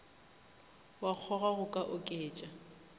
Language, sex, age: Northern Sotho, female, 25